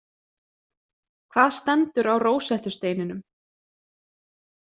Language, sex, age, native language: Icelandic, female, 20-29, Icelandic